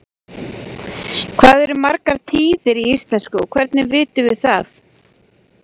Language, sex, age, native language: Icelandic, female, 40-49, Icelandic